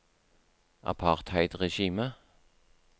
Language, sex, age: Norwegian, male, 43